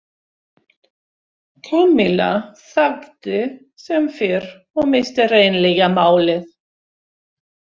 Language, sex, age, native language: Icelandic, female, 60-69, Swedish